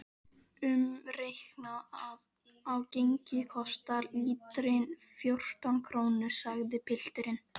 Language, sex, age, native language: Icelandic, other, 12, Icelandic